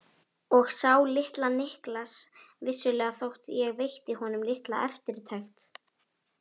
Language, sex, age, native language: Icelandic, female, 18-19, Icelandic